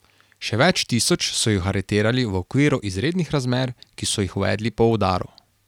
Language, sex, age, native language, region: Slovenian, male, 18-29, Slovenian, Carinthia region